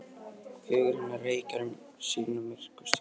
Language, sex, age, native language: Icelandic, male, 18-19, Icelandic